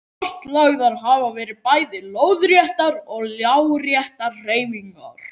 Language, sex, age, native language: Icelandic, male, 18-19, Icelandic